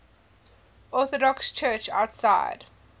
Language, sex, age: English, female, 20